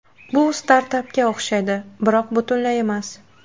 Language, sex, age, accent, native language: Uzbek, female, 18-24, Qashqadaryo, Uzbek